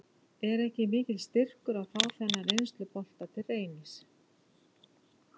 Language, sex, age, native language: Icelandic, female, 11, Icelandic